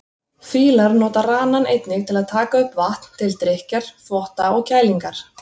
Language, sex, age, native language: Icelandic, female, 30-39, Icelandic